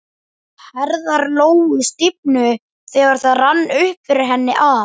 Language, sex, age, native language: Icelandic, male, 11, Icelandic